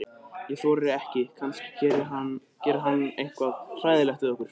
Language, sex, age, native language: Icelandic, male, 13, Icelandic